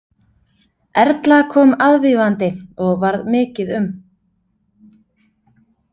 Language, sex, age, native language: Icelandic, female, 30-39, Icelandic